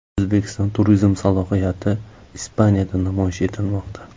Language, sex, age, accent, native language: Uzbek, male, 25-34, Samarqand, Uzbek